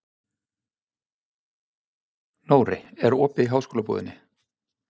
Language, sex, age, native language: Icelandic, male, 50-59, Icelandic